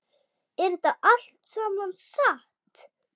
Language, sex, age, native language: Icelandic, female, 8, Icelandic